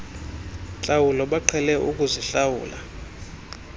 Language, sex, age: Xhosa, male, 26